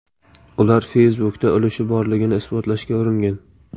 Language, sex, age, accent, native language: Uzbek, male, 18-24, Qashqadaryo, Uzbek